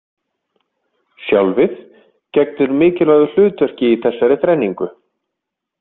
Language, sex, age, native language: Icelandic, male, 20-29, Icelandic